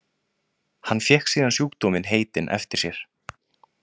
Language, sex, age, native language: Icelandic, male, 20-29, Icelandic